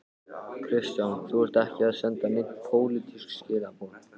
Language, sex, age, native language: Icelandic, male, 14, Icelandic